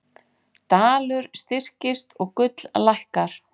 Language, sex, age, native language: Icelandic, female, 40-49, Icelandic